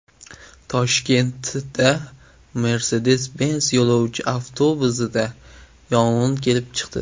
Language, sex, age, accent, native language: Uzbek, male, 19-29, Samarqand, Uzbek